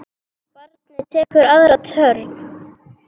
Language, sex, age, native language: Icelandic, female, 10, Icelandic